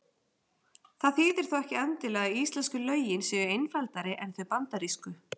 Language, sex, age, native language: Icelandic, female, 40-49, Icelandic